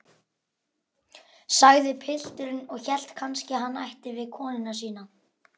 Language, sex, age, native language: Icelandic, male, 11, Icelandic